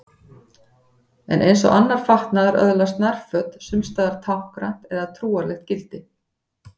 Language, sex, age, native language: Icelandic, female, 50-59, Icelandic